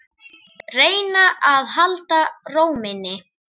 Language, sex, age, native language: Icelandic, male, 10, Icelandic